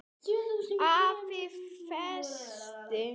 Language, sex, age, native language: Icelandic, female, 8, Icelandic